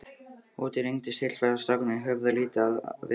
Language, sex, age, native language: Icelandic, male, 13, Icelandic